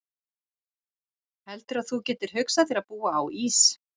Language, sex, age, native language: Icelandic, female, 50-59, Icelandic